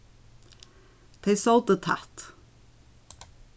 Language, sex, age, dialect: Faroese, female, 36-60, Suðurstreymoy